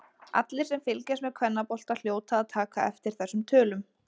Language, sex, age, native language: Icelandic, female, 20-29, Icelandic